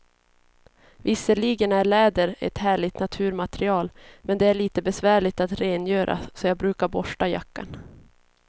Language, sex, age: Swedish, female, 22